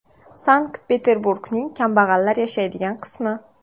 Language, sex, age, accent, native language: Uzbek, female, 18-24, Samarqand, Uzbek